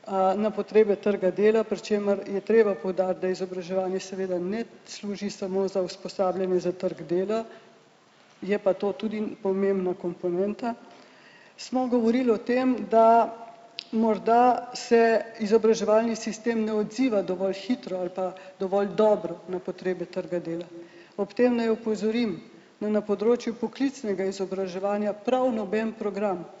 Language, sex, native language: Slovenian, male, Slovenian